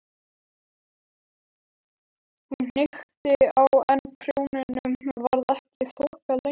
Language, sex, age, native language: Icelandic, male, 12, Icelandic